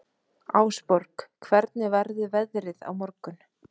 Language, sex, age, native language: Icelandic, female, 30-39, Icelandic